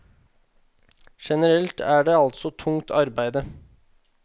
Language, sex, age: Norwegian, male, 21